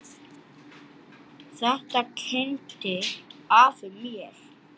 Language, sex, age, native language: Icelandic, male, 8, Icelandic